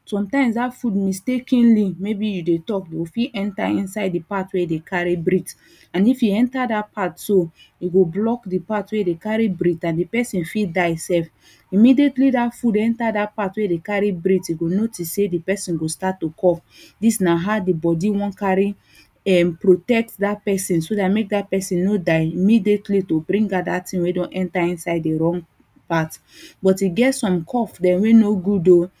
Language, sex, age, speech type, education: Nigerian Pidgin, female, 30-45, spontaneous, tertiary